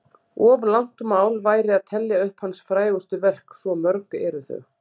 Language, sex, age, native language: Icelandic, female, 40-49, Icelandic